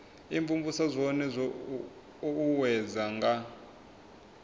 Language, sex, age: Venda, male, 24